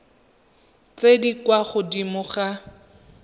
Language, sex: Tswana, female